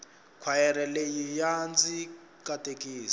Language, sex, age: Tsonga, male, 25